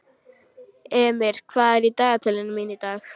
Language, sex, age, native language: Icelandic, female, 12, Icelandic